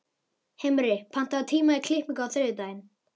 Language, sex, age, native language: Icelandic, male, 11, Icelandic